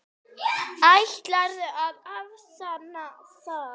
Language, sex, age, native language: Icelandic, female, 8, Icelandic